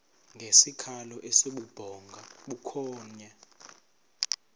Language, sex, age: Xhosa, male, 20